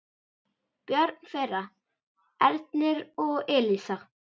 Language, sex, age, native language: Icelandic, female, 10, Icelandic